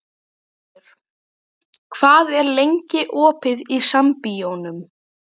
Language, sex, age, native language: Icelandic, female, 12, Icelandic